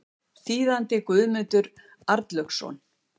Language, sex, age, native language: Icelandic, female, 70-79, Icelandic